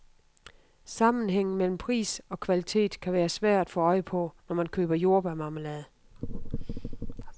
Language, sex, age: Danish, female, 52